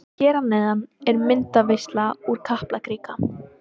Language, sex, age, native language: Icelandic, female, 18-19, Icelandic